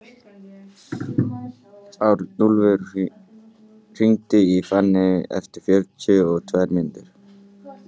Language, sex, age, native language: Icelandic, male, 18-19, Icelandic